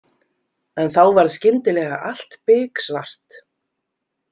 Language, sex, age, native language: Icelandic, female, 50-59, Icelandic